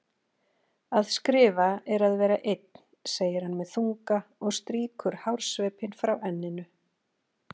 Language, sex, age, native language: Icelandic, female, 40-49, Icelandic